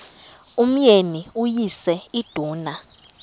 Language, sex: Xhosa, female